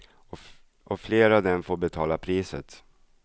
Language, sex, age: Swedish, male, 42